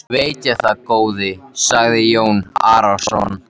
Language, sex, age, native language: Icelandic, male, 13, Icelandic